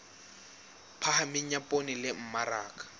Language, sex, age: Southern Sotho, male, 19